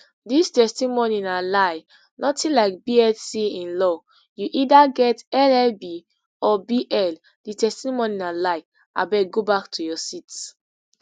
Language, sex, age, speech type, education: Nigerian Pidgin, female, 15-29, spontaneous, tertiary